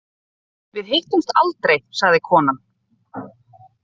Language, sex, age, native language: Icelandic, female, 30-39, Icelandic